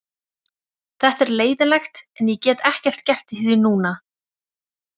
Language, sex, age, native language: Icelandic, female, 20-29, Icelandic